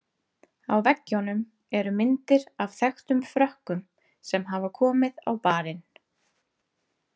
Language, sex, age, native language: Icelandic, female, 30-39, Icelandic